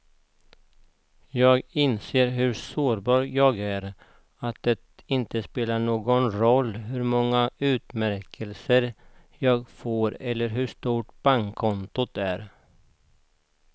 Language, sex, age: Swedish, male, 49